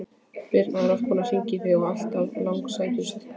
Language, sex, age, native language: Icelandic, female, 15, Icelandic